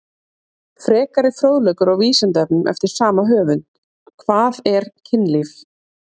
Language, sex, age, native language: Icelandic, female, 30-39, Icelandic